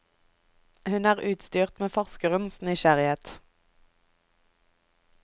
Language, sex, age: Norwegian, female, 24